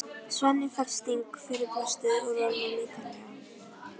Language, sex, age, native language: Icelandic, female, 11, Icelandic